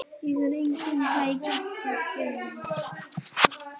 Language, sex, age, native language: Icelandic, male, 9, Icelandic